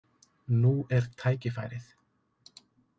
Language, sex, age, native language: Icelandic, male, 30-39, Icelandic